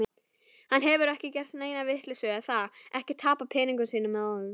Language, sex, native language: Icelandic, female, Icelandic